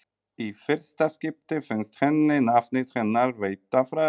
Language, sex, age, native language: Icelandic, male, 40-49, Polish